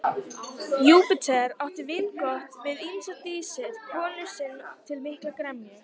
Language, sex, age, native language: Icelandic, female, 18-19, Icelandic